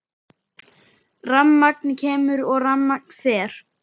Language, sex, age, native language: Icelandic, male, 10, Icelandic